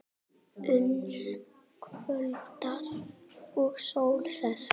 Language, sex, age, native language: Icelandic, female, 7, Icelandic